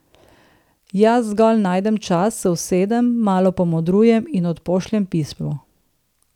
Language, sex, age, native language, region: Slovenian, female, 30-49, Slovenian, Southeast Slovenia